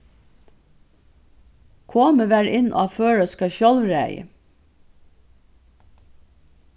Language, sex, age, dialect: Faroese, female, 36-60, Norðurstreymoy/Eysturoy